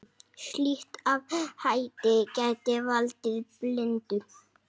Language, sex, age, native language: Icelandic, male, 6, Icelandic